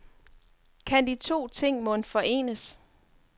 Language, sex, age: Danish, female, 42